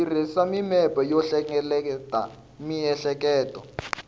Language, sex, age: Tsonga, male, 19